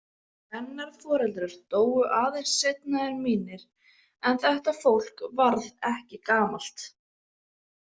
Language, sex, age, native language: Icelandic, female, 20-29, Icelandic